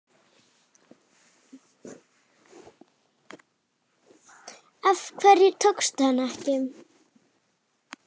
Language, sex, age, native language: Icelandic, female, 10, Icelandic